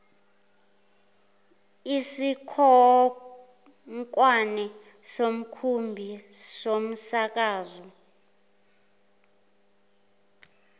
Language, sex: Zulu, female